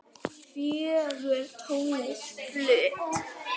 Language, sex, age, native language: Icelandic, female, 10, Icelandic